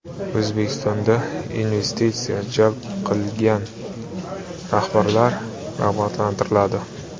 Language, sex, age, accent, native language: Uzbek, male, 25-34, Navoiy, Uzbek